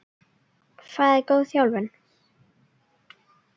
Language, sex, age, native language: Icelandic, female, 10, Icelandic